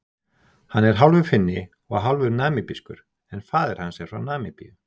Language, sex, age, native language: Icelandic, male, 60-69, Icelandic